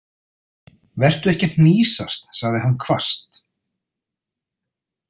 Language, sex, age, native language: Icelandic, male, 30-39, Icelandic